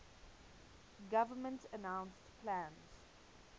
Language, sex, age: English, female, 20